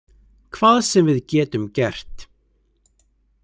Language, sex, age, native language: Icelandic, male, 30-39, Icelandic